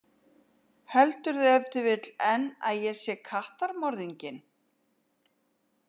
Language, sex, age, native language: Icelandic, female, 60-69, Icelandic